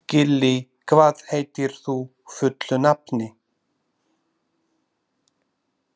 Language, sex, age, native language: Icelandic, male, 30-39, Slovak